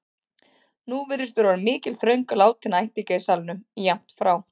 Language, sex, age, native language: Icelandic, female, 30-39, Icelandic